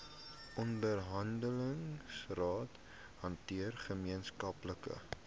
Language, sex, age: Afrikaans, male, 18